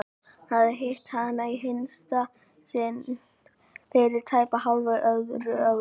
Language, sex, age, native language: Icelandic, male, 18-19, Icelandic